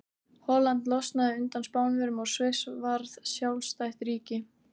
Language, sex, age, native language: Icelandic, female, 18-19, Icelandic